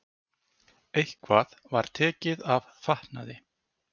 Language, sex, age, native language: Icelandic, male, 40-49, Icelandic